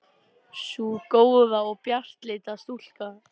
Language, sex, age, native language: Icelandic, male, 20-29, Icelandic